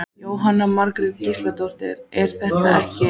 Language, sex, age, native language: Icelandic, female, 14, Icelandic